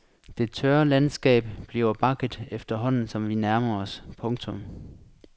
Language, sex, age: Danish, male, 26